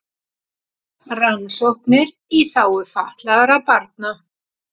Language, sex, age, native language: Icelandic, female, 40-49, Icelandic